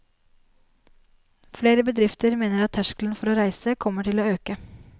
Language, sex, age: Norwegian, female, 19